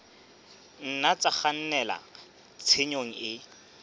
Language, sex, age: Southern Sotho, male, 26